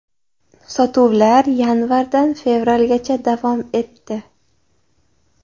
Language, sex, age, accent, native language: Uzbek, female, 19-29, Jizzax, Uzbek